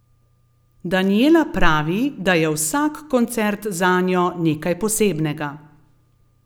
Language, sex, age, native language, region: Slovenian, female, 50-59, Slovenian, Gorenjska region